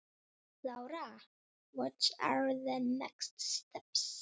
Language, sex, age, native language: Icelandic, female, 9, Icelandic